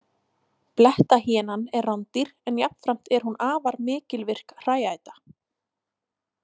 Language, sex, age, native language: Icelandic, female, 30-39, Icelandic